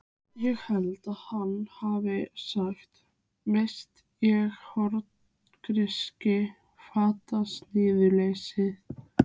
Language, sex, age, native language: Icelandic, female, 15, Icelandic